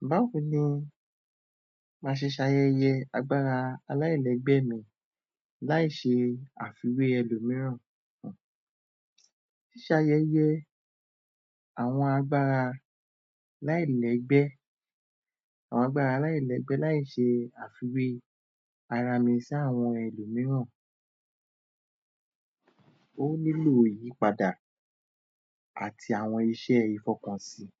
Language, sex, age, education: Yoruba, male, 30-45, tertiary